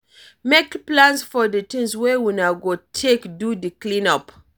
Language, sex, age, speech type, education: Nigerian Pidgin, female, 46-60, read, tertiary